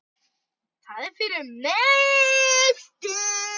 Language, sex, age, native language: Icelandic, male, 9, Icelandic